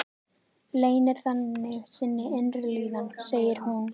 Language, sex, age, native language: Icelandic, female, 13, Icelandic